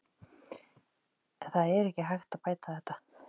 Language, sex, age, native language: Icelandic, female, 40-49, Icelandic